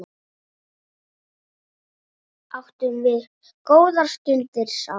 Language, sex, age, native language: Icelandic, male, 7, Icelandic